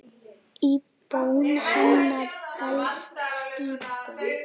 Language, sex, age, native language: Icelandic, female, 9, Icelandic